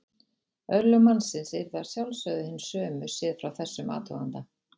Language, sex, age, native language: Icelandic, female, 40-49, Icelandic